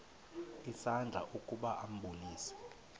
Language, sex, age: Xhosa, male, 20